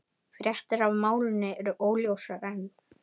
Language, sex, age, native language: Icelandic, male, 18-19, Icelandic